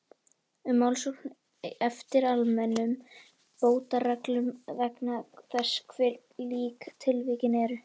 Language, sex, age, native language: Icelandic, female, 18-19, Icelandic